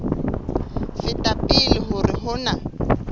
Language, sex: Southern Sotho, female